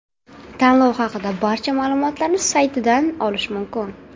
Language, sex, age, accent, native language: Uzbek, female, 18-24, Navoiy, Uzbek